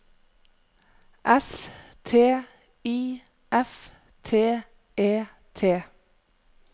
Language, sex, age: Norwegian, female, 43